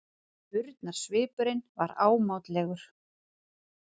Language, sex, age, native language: Icelandic, female, 30-39, Icelandic